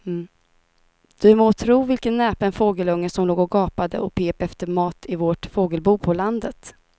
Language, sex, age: Swedish, female, 32